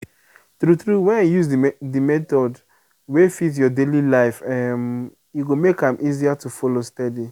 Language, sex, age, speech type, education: Nigerian Pidgin, male, 15-29, spontaneous, secondary